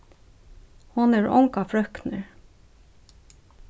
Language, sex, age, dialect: Faroese, female, 36-60, Suðurstreymoy